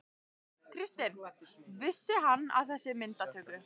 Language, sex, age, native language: Icelandic, female, 15, Icelandic